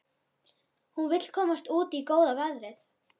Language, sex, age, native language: Icelandic, female, 12, Icelandic